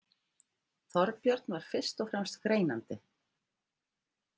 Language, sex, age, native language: Icelandic, female, 50-59, Icelandic